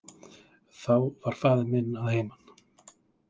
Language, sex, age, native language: Icelandic, male, 30-39, Icelandic